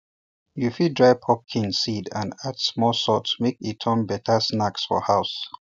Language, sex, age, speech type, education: Nigerian Pidgin, male, 30-45, spontaneous, tertiary